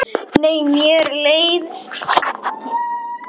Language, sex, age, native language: Icelandic, male, 10, Icelandic